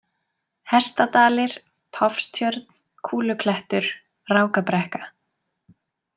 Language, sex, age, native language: Icelandic, female, 20-29, Icelandic